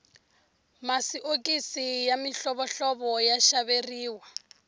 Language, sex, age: Tsonga, female, 20